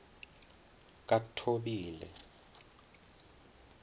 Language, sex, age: South Ndebele, male, 19